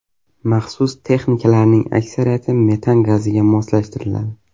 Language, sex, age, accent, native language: Uzbek, male, 12-17, Xorazm, Uzbek